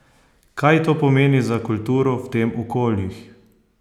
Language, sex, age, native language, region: Slovenian, male, 30-49, Slovenian, Posavska region